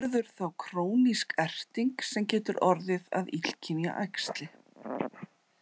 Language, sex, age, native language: Icelandic, female, 30-39, Icelandic